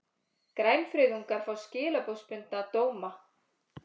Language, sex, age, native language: Icelandic, female, 30-39, Icelandic